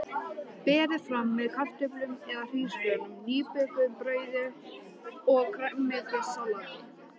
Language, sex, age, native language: Icelandic, female, 13, Icelandic